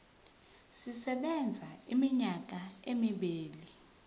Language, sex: Zulu, female